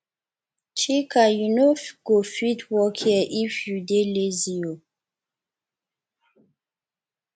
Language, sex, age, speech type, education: Nigerian Pidgin, female, 15-29, spontaneous, tertiary